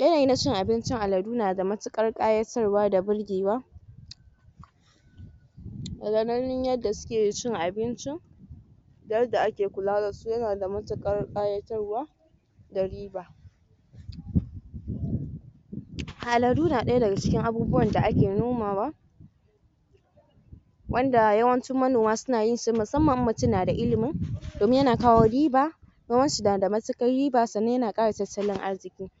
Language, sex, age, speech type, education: Hausa, female, 46-60, spontaneous, tertiary